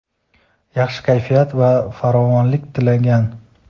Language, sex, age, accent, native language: Uzbek, male, 19-29, Toshkent shahri, Uzbek